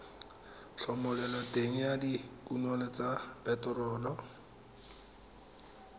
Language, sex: Tswana, male